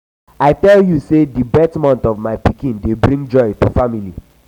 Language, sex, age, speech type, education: Nigerian Pidgin, male, 15-29, spontaneous, tertiary